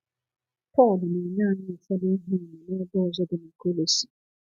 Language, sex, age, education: Igbo, female, 30-45, tertiary